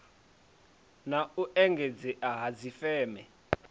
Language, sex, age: Venda, male, 20